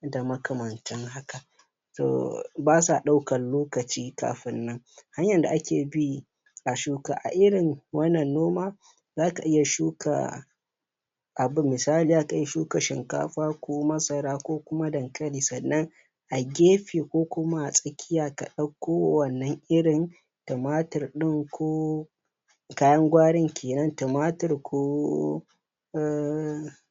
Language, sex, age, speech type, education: Hausa, male, 15-29, spontaneous, primary